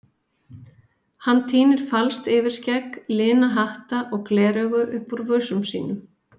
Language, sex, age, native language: Icelandic, female, 50-59, Icelandic